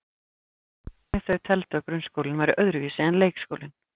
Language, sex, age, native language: Icelandic, female, 50-59, Icelandic